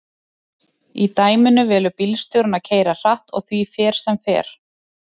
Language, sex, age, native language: Icelandic, male, 30-39, Icelandic